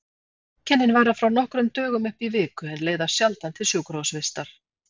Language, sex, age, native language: Icelandic, female, 40-49, Icelandic